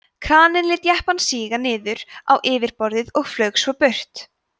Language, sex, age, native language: Icelandic, female, 20-29, Icelandic